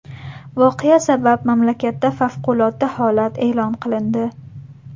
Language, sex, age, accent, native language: Uzbek, female, 18-24, Buxoro, Uzbek